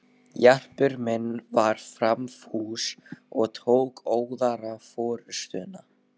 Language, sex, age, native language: Icelandic, male, 12, Icelandic